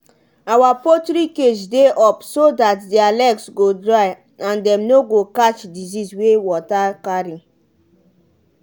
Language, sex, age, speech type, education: Nigerian Pidgin, female, 15-29, spontaneous, tertiary